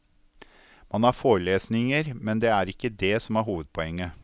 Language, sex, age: Norwegian, male, 52